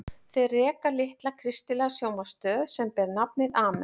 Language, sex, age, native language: Icelandic, female, 40-49, Icelandic